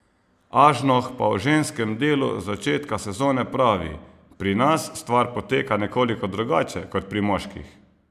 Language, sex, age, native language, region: Slovenian, male, 30-49, Slovenian, Savinja region